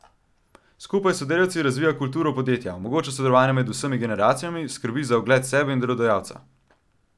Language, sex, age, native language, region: Slovenian, male, 12-17, Slovenian, Central Slovenia